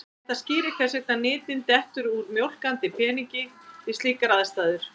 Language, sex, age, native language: Icelandic, female, 50-59, Icelandic